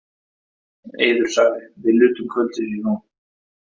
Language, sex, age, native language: Icelandic, male, 18-19, Icelandic